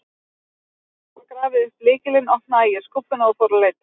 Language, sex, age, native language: Icelandic, female, 30-39, Icelandic